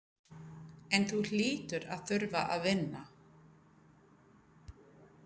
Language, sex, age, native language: Icelandic, female, 50-59, English